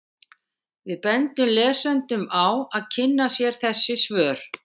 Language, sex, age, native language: Icelandic, female, 60-69, Icelandic